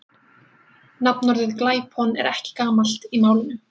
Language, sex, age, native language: Icelandic, female, 20-29, Icelandic